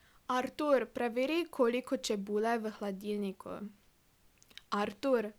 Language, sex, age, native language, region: Slovenian, female, 18-29, Slovenian, Drava region